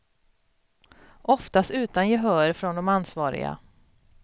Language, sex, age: Swedish, female, 42